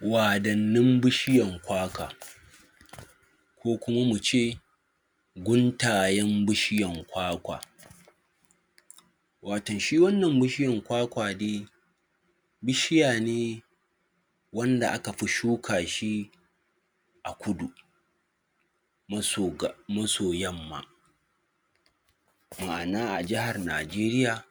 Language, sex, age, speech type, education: Hausa, male, 15-29, spontaneous, secondary